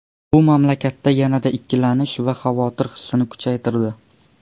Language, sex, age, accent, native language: Uzbek, male, under 19, Surxondaryo, Uzbek